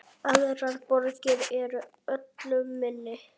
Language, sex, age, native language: Icelandic, male, 10, Icelandic